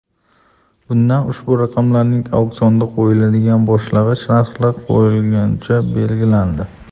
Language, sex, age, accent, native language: Uzbek, male, 19-29, Toshkent shahri, Uzbek